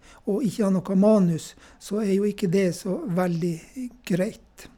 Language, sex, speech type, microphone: Norwegian, male, spontaneous, Shure